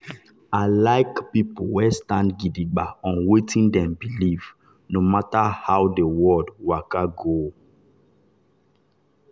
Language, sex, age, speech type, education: Nigerian Pidgin, male, 30-45, spontaneous, tertiary